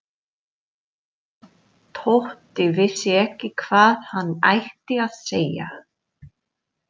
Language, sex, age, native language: Icelandic, female, 40-49, English